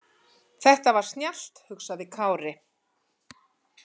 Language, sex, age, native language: Icelandic, female, 50-59, Icelandic